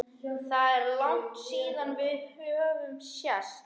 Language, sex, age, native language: Icelandic, male, 11, Icelandic